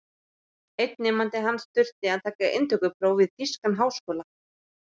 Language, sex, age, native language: Icelandic, male, 11, Icelandic